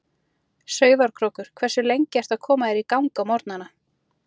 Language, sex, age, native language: Icelandic, female, 30-39, Icelandic